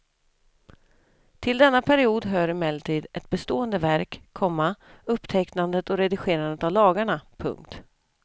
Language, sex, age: Swedish, female, 32